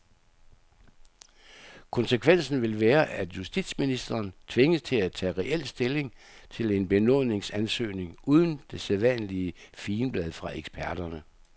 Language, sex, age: Danish, male, 67